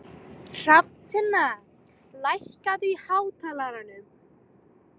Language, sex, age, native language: Icelandic, female, 18-19, Icelandic